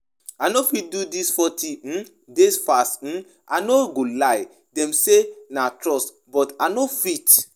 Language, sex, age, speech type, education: Nigerian Pidgin, male, 15-29, spontaneous, tertiary